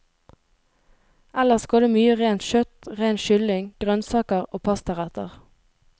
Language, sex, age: Norwegian, female, 22